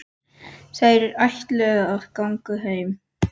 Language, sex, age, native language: Icelandic, male, 10, Icelandic